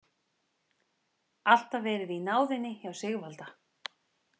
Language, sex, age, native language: Icelandic, female, 30-39, Icelandic